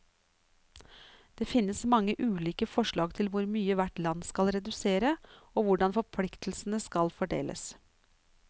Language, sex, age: Norwegian, female, 49